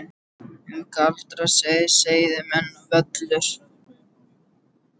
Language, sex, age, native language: Icelandic, male, 18-19, Icelandic